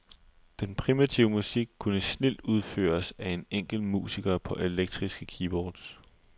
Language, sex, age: Danish, male, 20